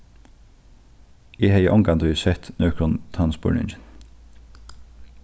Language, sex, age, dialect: Faroese, male, 15-35, Norðurstreymoy/Eysturoy